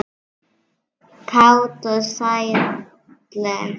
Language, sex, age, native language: Icelandic, female, 9, Icelandic